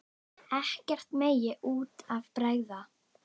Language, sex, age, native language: Icelandic, female, 9, Icelandic